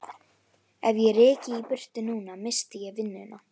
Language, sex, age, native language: Icelandic, female, 11, Icelandic